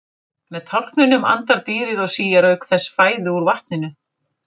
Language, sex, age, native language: Icelandic, female, 50-59, Icelandic